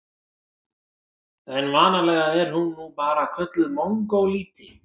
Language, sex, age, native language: Icelandic, male, 40-49, Icelandic